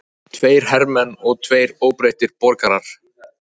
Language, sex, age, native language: Icelandic, male, 18-19, Icelandic